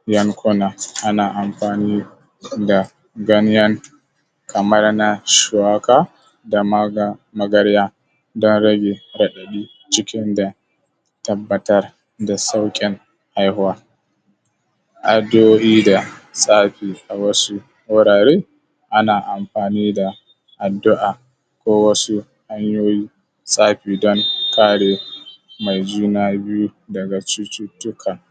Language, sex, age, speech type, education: Hausa, male, 15-29, spontaneous, tertiary